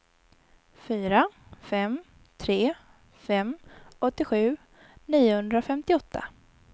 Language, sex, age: Swedish, female, 19